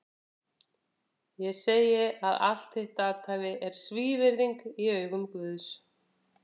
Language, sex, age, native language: Icelandic, female, 50-59, Icelandic